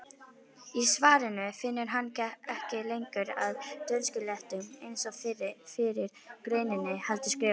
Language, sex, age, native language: Icelandic, female, 50-59, Icelandic